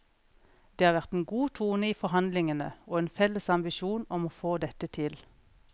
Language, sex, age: Norwegian, female, 41